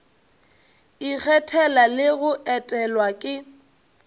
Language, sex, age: Northern Sotho, female, 22